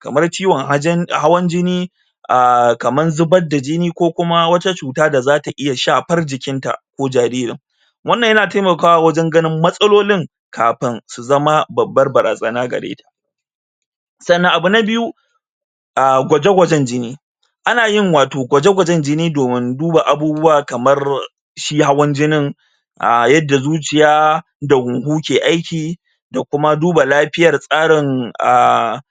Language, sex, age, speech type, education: Hausa, male, 30-45, spontaneous, tertiary